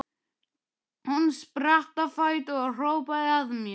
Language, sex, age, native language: Icelandic, male, 12, Icelandic